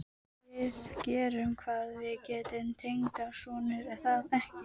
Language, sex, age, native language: Icelandic, female, 12, Icelandic